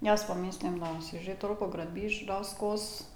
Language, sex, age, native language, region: Slovenian, female, 50-59, Slovenian, Drava region